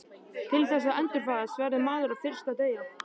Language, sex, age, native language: Icelandic, male, 13, Icelandic